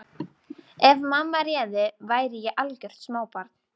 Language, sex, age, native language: Icelandic, female, 12, Icelandic